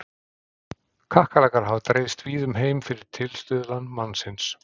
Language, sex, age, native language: Icelandic, male, 40-49, Icelandic